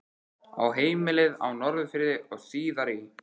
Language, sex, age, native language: Icelandic, male, 13, Icelandic